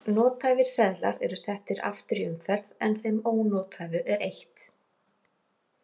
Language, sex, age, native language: Icelandic, female, 40-49, Icelandic